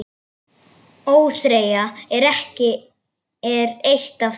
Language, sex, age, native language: Icelandic, female, 8, Icelandic